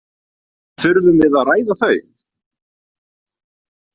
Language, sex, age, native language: Icelandic, male, 20-29, Icelandic